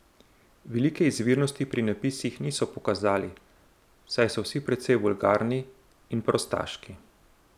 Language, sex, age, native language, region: Slovenian, male, 30-49, Slovenian, Central Slovenia